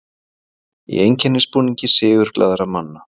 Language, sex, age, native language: Icelandic, male, 40-49, Icelandic